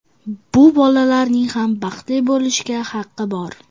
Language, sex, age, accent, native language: Uzbek, male, under 19, Sirdaryo, Uzbek